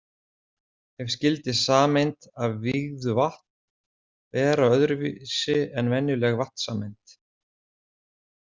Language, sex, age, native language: Icelandic, male, 40-49, Icelandic